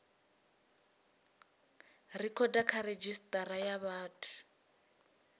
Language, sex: Venda, female